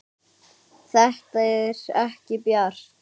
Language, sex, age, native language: Icelandic, male, 9, Icelandic